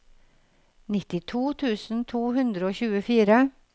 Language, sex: Norwegian, female